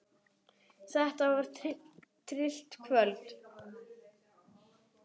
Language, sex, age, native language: Icelandic, male, 10, Icelandic